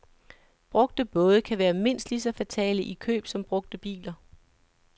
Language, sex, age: Danish, male, 37